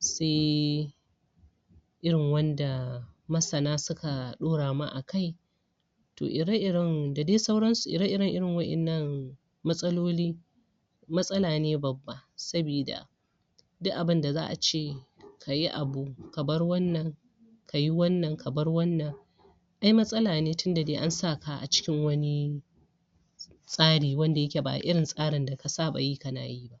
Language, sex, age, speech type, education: Hausa, female, 46-60, spontaneous, tertiary